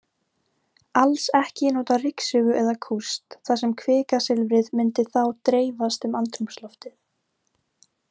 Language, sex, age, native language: Icelandic, female, 18-19, Icelandic